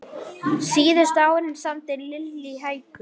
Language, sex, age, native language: Icelandic, male, 9, Icelandic